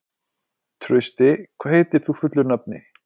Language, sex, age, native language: Icelandic, male, 20-29, Icelandic